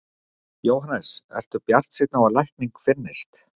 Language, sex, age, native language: Icelandic, male, 50-59, Icelandic